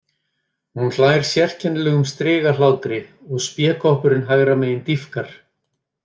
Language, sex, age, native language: Icelandic, male, 30-39, Icelandic